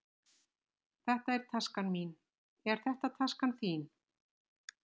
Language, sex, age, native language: Icelandic, female, 60-69, Icelandic